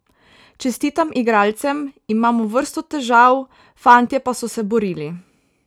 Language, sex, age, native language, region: Slovenian, female, 18-29, Slovenian, Savinja region